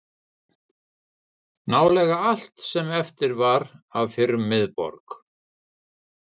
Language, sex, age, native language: Icelandic, male, 60-69, Icelandic